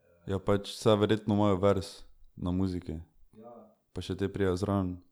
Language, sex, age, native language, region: Slovenian, male, 18-29, Slovenian, Drava region